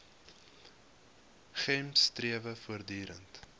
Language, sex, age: Afrikaans, male, 21